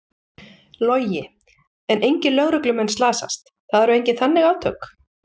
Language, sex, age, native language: Icelandic, female, 40-49, Icelandic